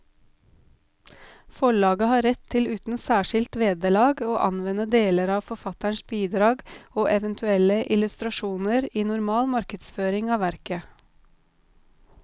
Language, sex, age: Norwegian, female, 32